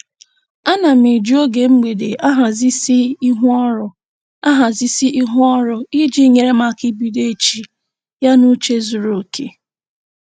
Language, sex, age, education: Igbo, female, 15-29, secondary